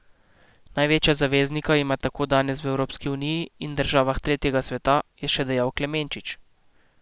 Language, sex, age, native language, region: Slovenian, male, 18-29, Slovenian, Posavska region